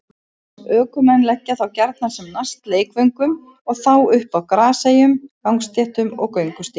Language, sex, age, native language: Icelandic, female, 50-59, Icelandic